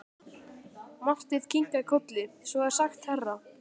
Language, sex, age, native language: Icelandic, male, 12, Icelandic